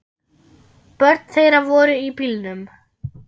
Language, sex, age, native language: Icelandic, female, 10, German